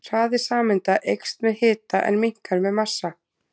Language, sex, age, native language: Icelandic, female, 20-29, Icelandic